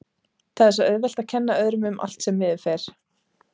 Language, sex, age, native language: Icelandic, female, 30-39, Icelandic